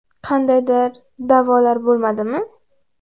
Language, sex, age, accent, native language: Uzbek, female, under 19, Navoiy, Uzbek